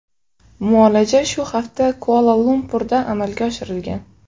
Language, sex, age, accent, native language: Uzbek, female, 18-24, Samarqand, Uzbek